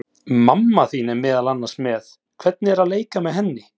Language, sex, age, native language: Icelandic, male, 40-49, Icelandic